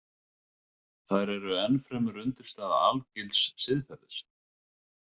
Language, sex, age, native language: Icelandic, male, 60-69, Icelandic